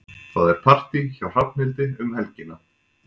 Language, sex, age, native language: Icelandic, male, 20-29, Icelandic